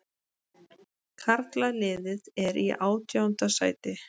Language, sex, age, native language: Icelandic, female, 20-29, Icelandic